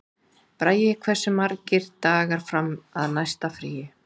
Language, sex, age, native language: Icelandic, female, 40-49, Icelandic